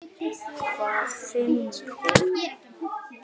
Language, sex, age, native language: Icelandic, male, 7, Icelandic